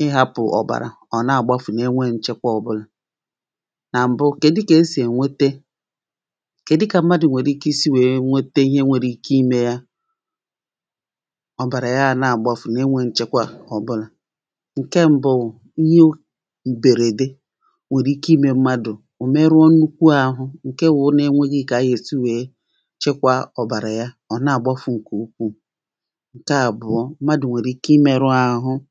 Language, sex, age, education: Igbo, female, 30-45, primary